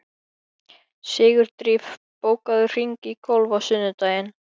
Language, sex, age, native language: Icelandic, male, 13, Icelandic